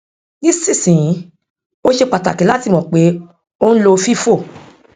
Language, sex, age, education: Yoruba, female, 46-60, tertiary